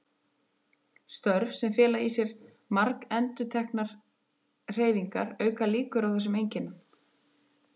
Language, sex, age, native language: Icelandic, female, 30-39, Icelandic